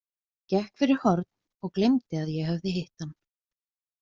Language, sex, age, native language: Icelandic, female, 20-29, Icelandic